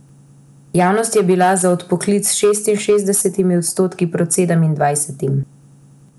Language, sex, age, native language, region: Slovenian, female, 18-29, Slovenian, Central Slovenia